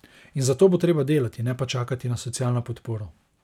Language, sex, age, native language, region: Slovenian, male, 30-49, Slovenian, Savinja region